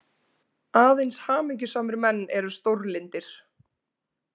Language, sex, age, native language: Icelandic, female, 20-29, Icelandic